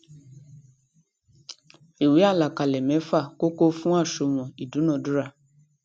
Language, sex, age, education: Yoruba, female, 15-29, tertiary